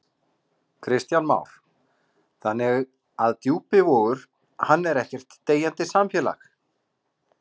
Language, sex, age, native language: Icelandic, male, 40-49, Icelandic